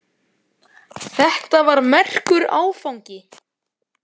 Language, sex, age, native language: Icelandic, female, 7, Icelandic